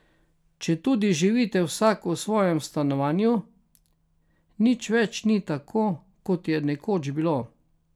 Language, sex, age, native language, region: Slovenian, male, 60+, Slovenian, Carinthia region